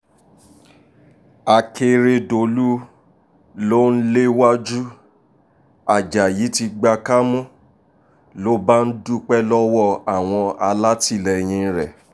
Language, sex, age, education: Yoruba, male, 30-45, tertiary